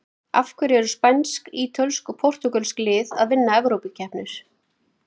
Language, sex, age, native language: Icelandic, female, 40-49, Icelandic